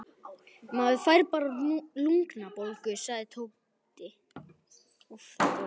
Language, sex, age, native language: Icelandic, male, 11, Icelandic